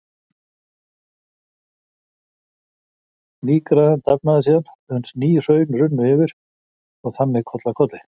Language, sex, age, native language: Icelandic, male, 50-59, Icelandic